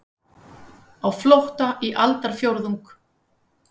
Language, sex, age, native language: Icelandic, female, 50-59, Icelandic